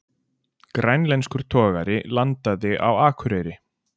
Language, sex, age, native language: Icelandic, male, 40-49, Icelandic